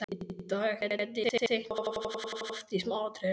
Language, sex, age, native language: Icelandic, male, 12, Icelandic